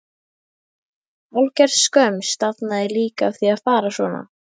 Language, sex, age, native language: Icelandic, female, 12, Icelandic